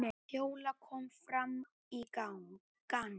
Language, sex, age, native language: Icelandic, male, 8, Icelandic